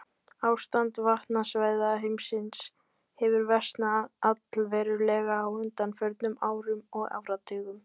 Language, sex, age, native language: Icelandic, female, 18-19, Icelandic